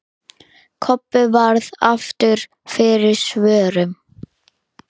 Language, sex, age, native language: Icelandic, female, 9, Icelandic